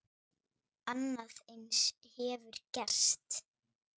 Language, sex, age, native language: Icelandic, male, 8, Icelandic